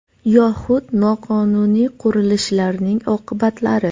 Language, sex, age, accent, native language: Uzbek, female, 25-34, Toshkent viloyati, Uzbek